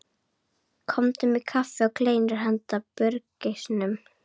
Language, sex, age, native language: Icelandic, female, 12, Icelandic